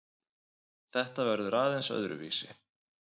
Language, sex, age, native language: Icelandic, male, 20-29, Icelandic